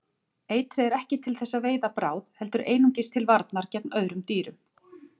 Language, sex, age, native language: Icelandic, female, 40-49, Icelandic